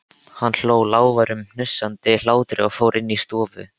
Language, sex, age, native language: Icelandic, male, 13, Icelandic